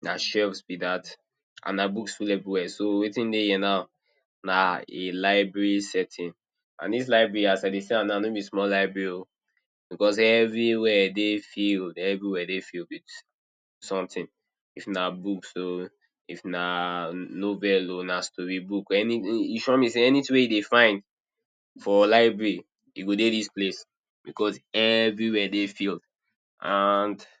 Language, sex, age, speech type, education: Nigerian Pidgin, male, 30-45, spontaneous, tertiary